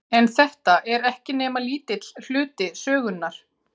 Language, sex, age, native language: Icelandic, female, 40-49, Icelandic